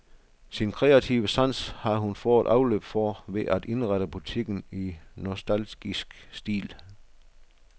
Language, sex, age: Danish, male, 62